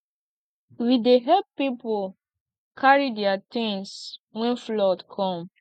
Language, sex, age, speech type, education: Nigerian Pidgin, female, 15-29, spontaneous, tertiary